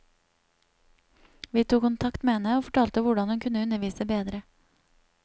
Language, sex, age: Norwegian, female, 27